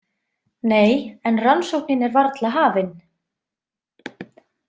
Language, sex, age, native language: Icelandic, female, 20-29, Icelandic